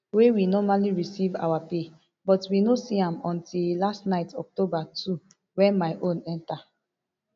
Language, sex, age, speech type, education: Nigerian Pidgin, female, 15-29, spontaneous, tertiary